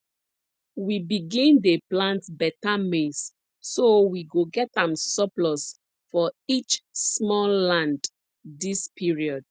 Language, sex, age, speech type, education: Nigerian Pidgin, female, 30-45, spontaneous, tertiary